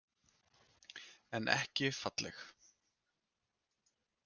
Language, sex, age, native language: Icelandic, male, 30-39, Icelandic